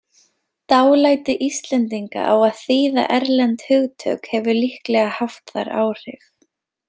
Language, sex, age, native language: Icelandic, female, 20-29, Icelandic